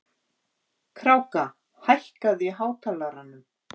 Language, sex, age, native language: Icelandic, female, 50-59, Icelandic